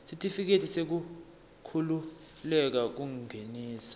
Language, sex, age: Swati, male, 19